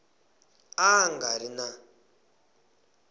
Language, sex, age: Tsonga, male, 20